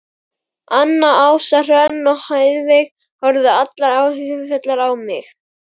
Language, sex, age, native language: Icelandic, male, 12, Icelandic